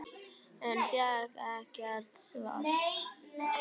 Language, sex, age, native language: Icelandic, male, 9, Icelandic